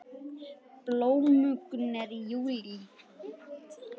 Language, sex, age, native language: Icelandic, female, 10, Icelandic